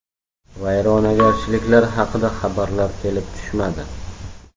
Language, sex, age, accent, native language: Uzbek, male, 12-17, Jizzax, Uzbek